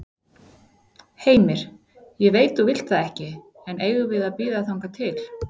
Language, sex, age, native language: Icelandic, female, 40-49, Icelandic